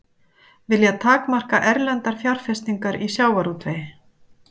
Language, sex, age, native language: Icelandic, female, 50-59, Icelandic